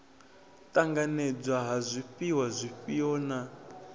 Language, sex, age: Venda, male, 21